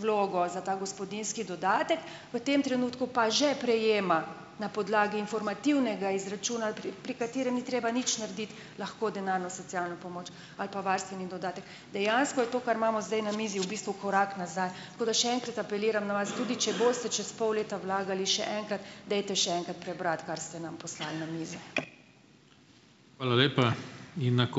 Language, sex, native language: Slovenian, female, Slovenian